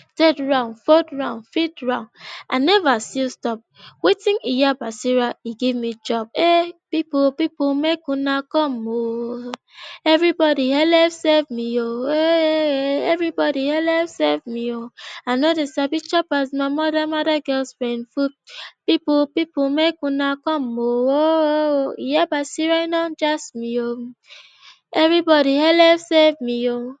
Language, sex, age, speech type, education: Nigerian Pidgin, female, 15-29, spontaneous, tertiary